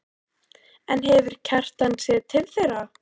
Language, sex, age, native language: Icelandic, female, 13, Icelandic